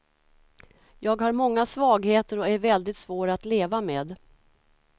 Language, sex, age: Swedish, female, 46